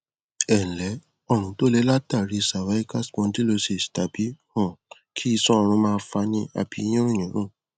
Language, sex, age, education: Yoruba, male, 15-29, tertiary